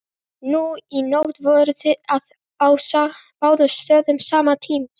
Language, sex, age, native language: Icelandic, male, 12, Icelandic